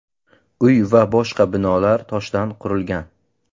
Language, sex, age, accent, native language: Uzbek, male, 25-34, Qashqadaryo, Uzbek